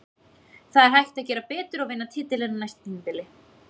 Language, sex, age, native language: Icelandic, female, 20-29, Icelandic